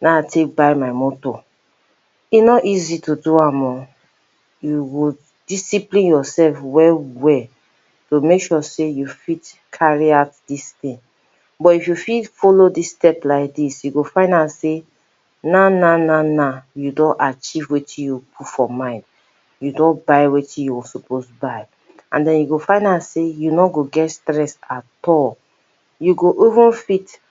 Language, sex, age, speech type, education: Nigerian Pidgin, female, 30-45, spontaneous, tertiary